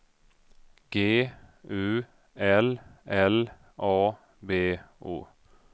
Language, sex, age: Swedish, male, 32